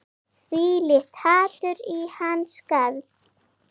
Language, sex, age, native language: Icelandic, female, 8, Icelandic